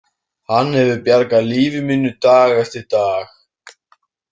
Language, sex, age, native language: Icelandic, male, 18-19, Icelandic